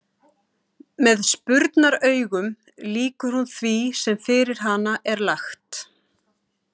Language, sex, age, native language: Icelandic, female, 40-49, Icelandic